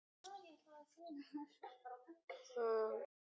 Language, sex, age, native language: Icelandic, female, 15, Icelandic